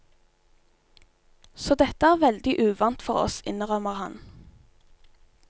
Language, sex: Norwegian, female